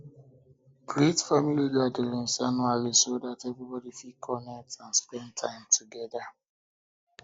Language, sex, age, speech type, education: Nigerian Pidgin, male, 15-29, spontaneous, tertiary